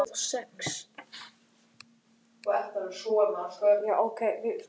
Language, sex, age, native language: Icelandic, male, 11, Icelandic